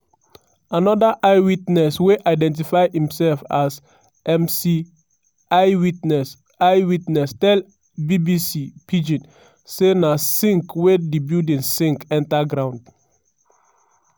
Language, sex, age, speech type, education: Nigerian Pidgin, male, 15-29, spontaneous, tertiary